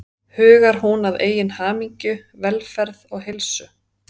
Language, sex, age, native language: Icelandic, female, 30-39, Icelandic